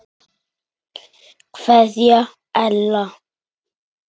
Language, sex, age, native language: Icelandic, male, 9, Icelandic